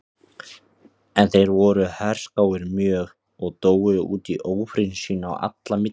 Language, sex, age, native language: Icelandic, male, 18-19, Icelandic